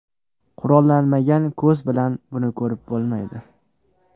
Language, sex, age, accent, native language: Uzbek, male, 18-24, Sirdaryo, Uzbek